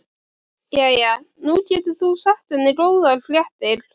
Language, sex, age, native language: Icelandic, female, 11, Icelandic